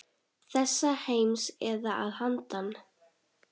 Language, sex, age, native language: Icelandic, female, 10, Icelandic